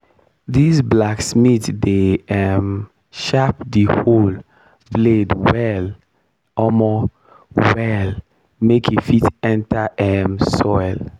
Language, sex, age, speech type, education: Nigerian Pidgin, male, 15-29, spontaneous, tertiary